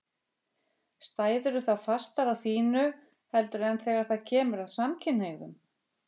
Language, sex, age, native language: Icelandic, female, 50-59, Icelandic